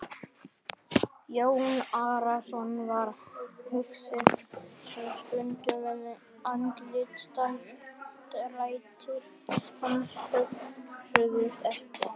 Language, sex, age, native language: Icelandic, other, 60-69, Icelandic